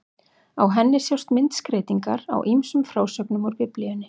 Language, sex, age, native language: Icelandic, female, 40-49, Icelandic